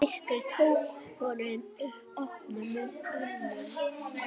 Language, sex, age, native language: Icelandic, female, 9, Icelandic